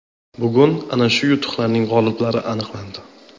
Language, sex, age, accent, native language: Uzbek, male, 25-34, Jizzax, Uzbek